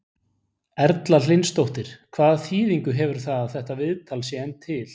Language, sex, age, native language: Icelandic, male, 40-49, Icelandic